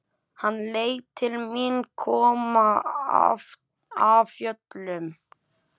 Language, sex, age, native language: Icelandic, male, 11, Icelandic